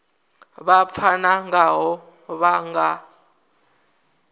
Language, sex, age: Venda, male, 21